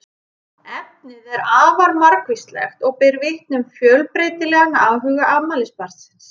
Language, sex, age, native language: Icelandic, female, 30-39, Icelandic